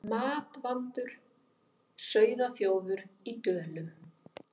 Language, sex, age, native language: Icelandic, female, 50-59, Icelandic